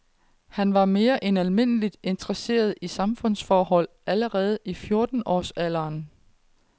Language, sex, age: Danish, female, 30